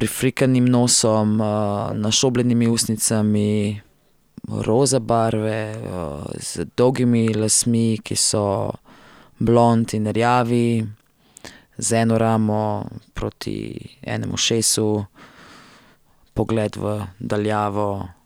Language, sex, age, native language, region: Slovenian, female, 30-49, Slovenian, Central Slovenia